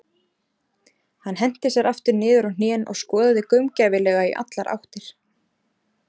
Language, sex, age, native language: Icelandic, female, 30-39, Icelandic